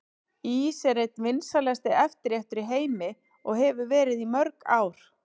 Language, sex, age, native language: Icelandic, female, 30-39, Icelandic